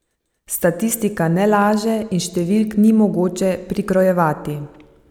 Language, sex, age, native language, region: Slovenian, female, 50-59, Slovenian, Savinja region